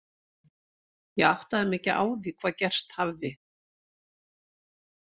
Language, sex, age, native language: Icelandic, female, 60-69, Icelandic